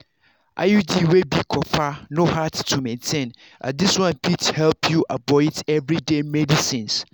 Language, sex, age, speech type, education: Nigerian Pidgin, male, 30-45, spontaneous, tertiary